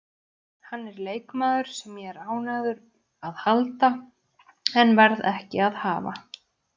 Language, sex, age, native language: Icelandic, female, 30-39, Icelandic